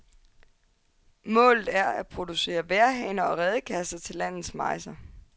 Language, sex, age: Danish, female, 22